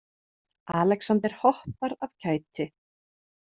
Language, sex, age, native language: Icelandic, female, 30-39, Icelandic